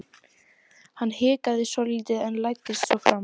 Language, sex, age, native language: Icelandic, female, 12, Icelandic